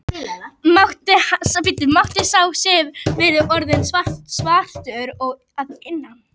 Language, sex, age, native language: Icelandic, female, 11, Icelandic